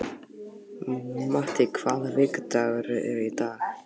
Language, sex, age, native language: Icelandic, male, 12, Icelandic